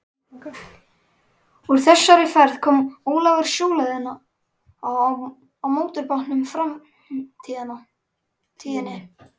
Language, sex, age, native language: Icelandic, male, 11, Icelandic